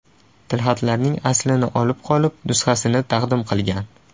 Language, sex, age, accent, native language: Uzbek, male, 18-24, Toshkent shahri, Uzbek